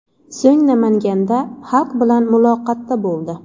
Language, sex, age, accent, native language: Uzbek, female, 25-34, Andijon, Uzbek